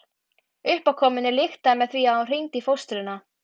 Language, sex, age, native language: Icelandic, female, 12, Icelandic